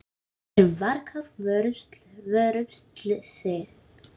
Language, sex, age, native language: Icelandic, female, 9, Icelandic